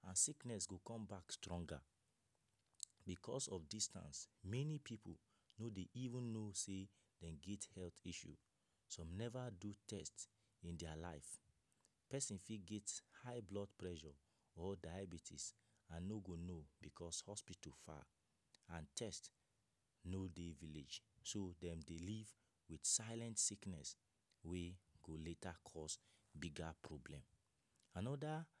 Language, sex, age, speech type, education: Nigerian Pidgin, male, 15-29, spontaneous, tertiary